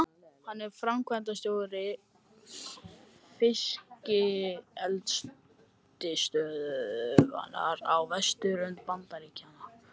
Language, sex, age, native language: Icelandic, male, 13, Icelandic